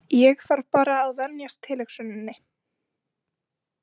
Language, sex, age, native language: Icelandic, female, 20-29, Icelandic